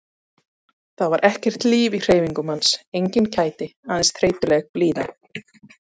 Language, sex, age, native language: Icelandic, female, 30-39, Icelandic